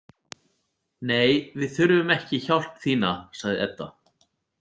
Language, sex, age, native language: Icelandic, male, 40-49, Icelandic